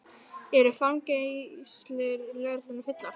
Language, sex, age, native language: Icelandic, female, 40-49, Icelandic